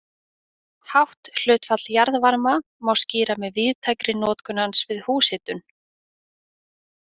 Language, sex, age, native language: Icelandic, female, 20-29, Icelandic